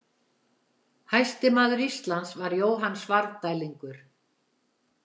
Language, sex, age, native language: Icelandic, female, 70-79, Icelandic